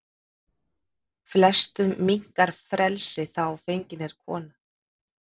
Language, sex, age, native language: Icelandic, female, 50-59, Icelandic